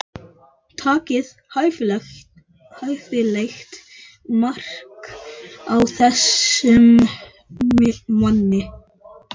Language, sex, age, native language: Icelandic, male, 12, Icelandic